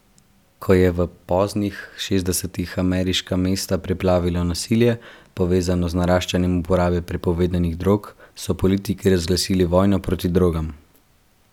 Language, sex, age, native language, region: Slovenian, male, 12-17, Slovenian, Central Slovenia